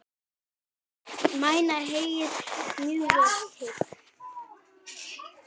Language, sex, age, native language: Icelandic, male, 10, Icelandic